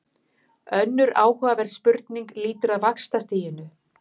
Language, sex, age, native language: Icelandic, female, 50-59, Icelandic